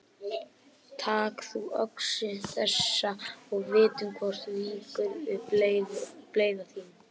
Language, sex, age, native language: Icelandic, male, 18-19, Icelandic